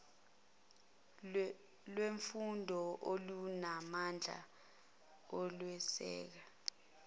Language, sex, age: Zulu, female, 21